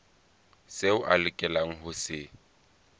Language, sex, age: Southern Sotho, male, 20